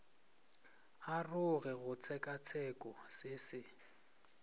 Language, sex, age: Northern Sotho, male, 23